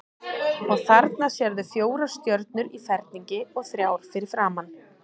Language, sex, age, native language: Icelandic, female, 40-49, Icelandic